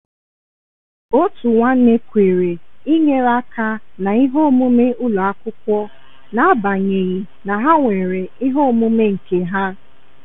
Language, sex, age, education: Igbo, female, 15-29, tertiary